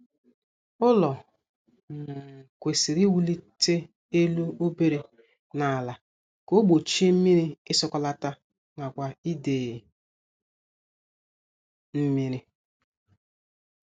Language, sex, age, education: Igbo, female, 30-45, tertiary